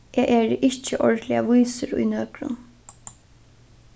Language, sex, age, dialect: Faroese, female, 15-35, Norðuroyggjar